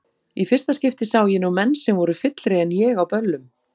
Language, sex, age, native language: Icelandic, female, 40-49, Icelandic